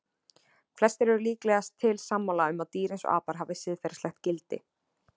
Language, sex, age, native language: Icelandic, female, 20-29, Icelandic